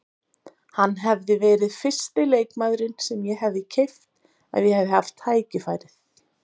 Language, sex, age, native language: Icelandic, female, 30-39, Icelandic